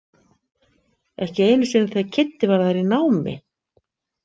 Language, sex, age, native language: Icelandic, female, 50-59, Icelandic